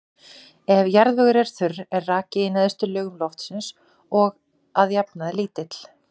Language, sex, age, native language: Icelandic, female, 40-49, Icelandic